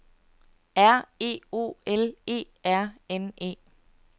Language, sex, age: Danish, female, 30